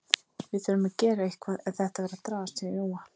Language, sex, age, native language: Icelandic, female, 30-39, Icelandic